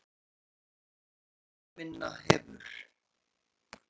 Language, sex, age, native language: Icelandic, male, 40-49, Icelandic